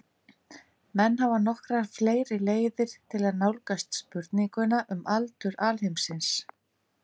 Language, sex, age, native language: Icelandic, female, 50-59, Icelandic